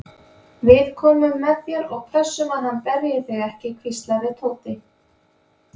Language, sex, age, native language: Icelandic, female, 20-29, Icelandic